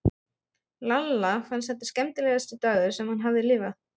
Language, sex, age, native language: Icelandic, female, 30-39, German